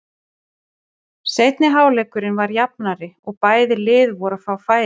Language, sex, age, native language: Icelandic, female, 40-49, Icelandic